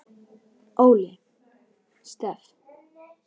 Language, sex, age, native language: Icelandic, female, 10, Icelandic